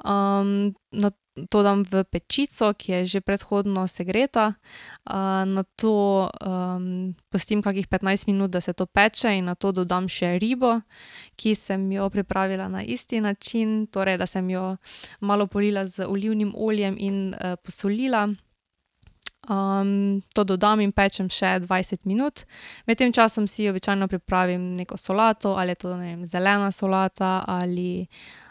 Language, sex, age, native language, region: Slovenian, female, 18-29, Slovenian, Drava region